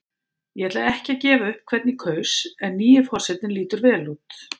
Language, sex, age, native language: Icelandic, female, 50-59, Icelandic